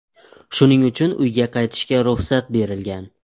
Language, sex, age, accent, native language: Uzbek, male, 25-34, Xorazm, Uzbek